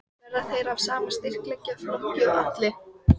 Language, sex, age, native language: Icelandic, female, 14, Icelandic